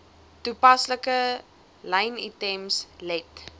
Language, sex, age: Afrikaans, female, 19